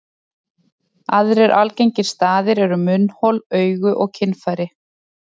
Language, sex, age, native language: Icelandic, female, 30-39, Icelandic